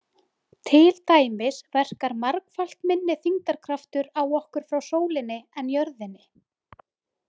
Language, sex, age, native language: Icelandic, female, 20-29, Icelandic